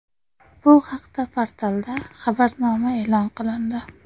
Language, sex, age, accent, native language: Uzbek, female, 25-34, Qashqadaryo, Uzbek